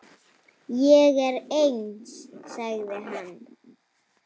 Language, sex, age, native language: Icelandic, female, 7, Icelandic